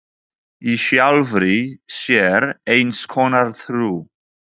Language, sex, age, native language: Icelandic, male, 40-49, Polish